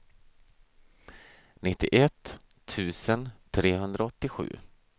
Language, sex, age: Swedish, male, 32